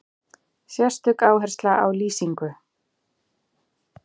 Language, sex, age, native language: Icelandic, female, 40-49, Icelandic